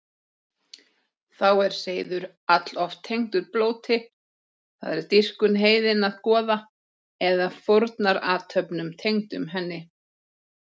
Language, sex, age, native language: Icelandic, female, 40-49, Icelandic